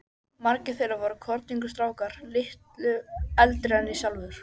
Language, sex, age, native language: Icelandic, male, 13, Icelandic